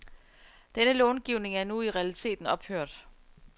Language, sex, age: Danish, female, 34